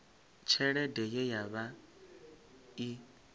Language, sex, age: Venda, male, 25